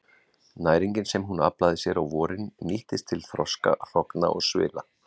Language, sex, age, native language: Icelandic, male, 40-49, Icelandic